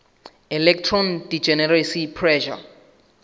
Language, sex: Southern Sotho, male